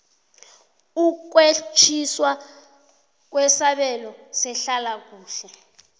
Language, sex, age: South Ndebele, female, 29